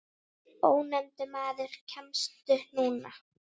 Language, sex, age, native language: Icelandic, female, 9, Icelandic